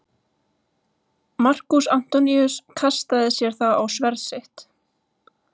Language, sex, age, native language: Icelandic, female, 20-29, Icelandic